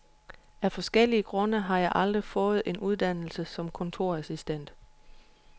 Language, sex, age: Danish, female, 31